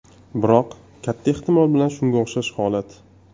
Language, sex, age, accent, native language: Uzbek, male, 25-34, Toshkent shahri, Uzbek